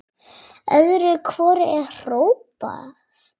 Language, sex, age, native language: Icelandic, female, 8, Icelandic